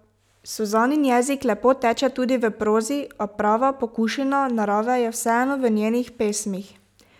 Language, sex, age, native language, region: Slovenian, female, 18-29, Slovenian, Pomurje region